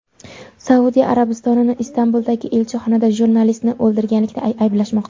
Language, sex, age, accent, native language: Uzbek, female, 18-24, Andijon, Uzbek